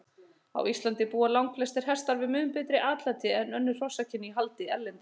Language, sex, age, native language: Icelandic, male, 30-39, Icelandic